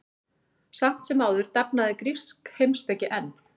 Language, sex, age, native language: Icelandic, female, 40-49, Icelandic